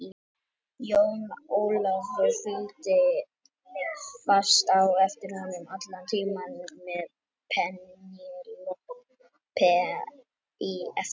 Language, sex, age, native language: Icelandic, male, 50-59, Icelandic